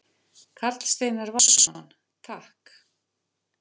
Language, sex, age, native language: Icelandic, female, 50-59, Icelandic